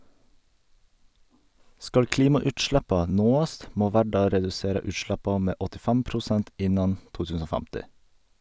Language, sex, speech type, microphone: Norwegian, male, read, Sennheiser